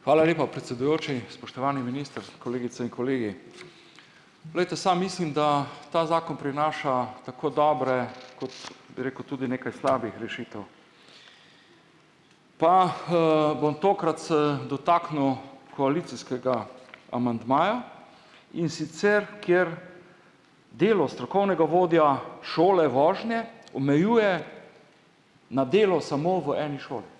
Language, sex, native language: Slovenian, male, Slovenian